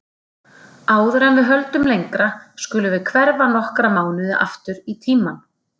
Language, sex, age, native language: Icelandic, female, 30-39, Icelandic